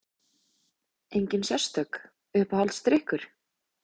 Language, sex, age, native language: Icelandic, female, 20-29, Icelandic